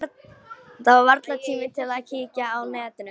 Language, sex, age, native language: Icelandic, female, 18-19, Polish